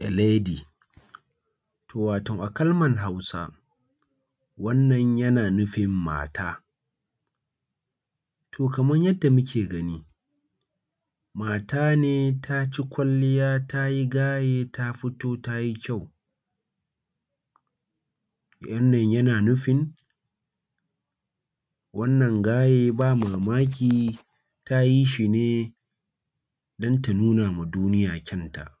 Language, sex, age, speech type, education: Hausa, male, 15-29, spontaneous, secondary